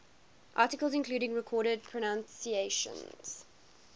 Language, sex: English, female